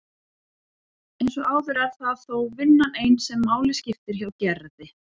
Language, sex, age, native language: Icelandic, female, 40-49, Icelandic